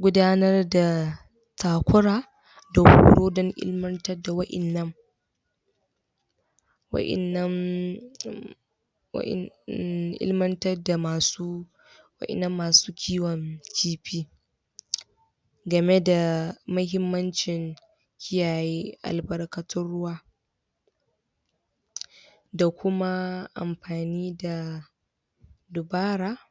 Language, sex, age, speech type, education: Hausa, female, 15-29, spontaneous, tertiary